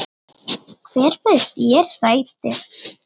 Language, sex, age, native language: Icelandic, female, 9, Icelandic